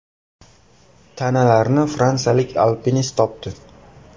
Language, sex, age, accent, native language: Uzbek, male, 18-24, Xorazm, Uzbek